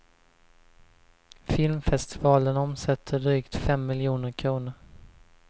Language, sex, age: Swedish, male, 20